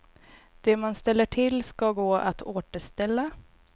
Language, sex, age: Swedish, female, 22